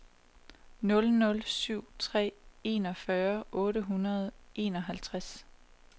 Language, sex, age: Danish, female, 27